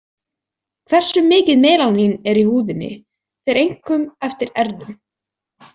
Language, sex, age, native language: Icelandic, female, 20-29, Icelandic